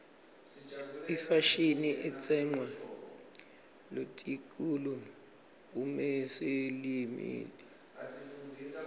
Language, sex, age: Swati, male, 26